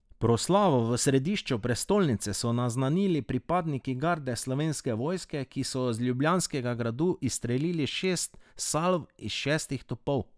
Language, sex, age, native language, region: Slovenian, male, 30-49, Slovenian, Drava region